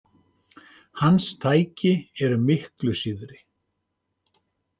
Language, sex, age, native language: Icelandic, male, 50-59, Icelandic